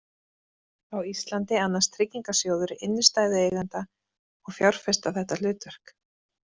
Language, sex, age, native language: Icelandic, female, 30-39, Icelandic